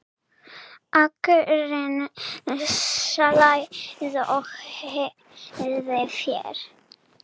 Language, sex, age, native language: Icelandic, female, 9, Serbo-Croatian